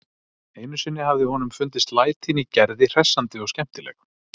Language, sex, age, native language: Icelandic, male, 30-39, Icelandic